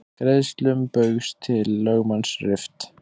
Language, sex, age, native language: Icelandic, male, 20-29, Icelandic